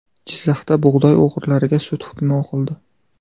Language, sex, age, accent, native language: Uzbek, male, 12-17, Farg'ona, Uzbek